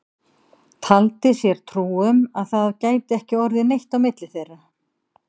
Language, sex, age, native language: Icelandic, female, 50-59, Icelandic